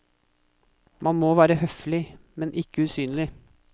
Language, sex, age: Norwegian, male, 24